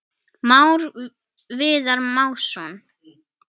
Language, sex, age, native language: Icelandic, female, 10, Icelandic